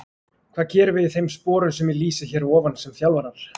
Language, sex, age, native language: Icelandic, male, 20-29, Icelandic